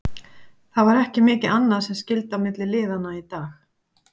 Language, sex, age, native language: Icelandic, female, 50-59, Icelandic